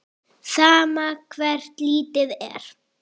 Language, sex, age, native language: Icelandic, female, 8, Icelandic